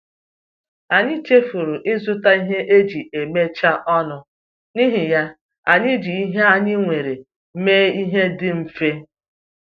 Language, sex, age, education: Igbo, female, 30-45, tertiary